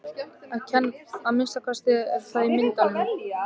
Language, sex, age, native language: Icelandic, male, 13, Icelandic